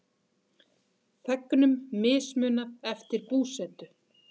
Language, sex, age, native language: Icelandic, female, 40-49, Icelandic